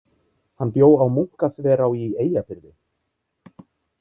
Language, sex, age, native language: Icelandic, male, 30-39, Icelandic